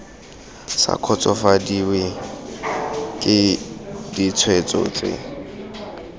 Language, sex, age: Tswana, male, 19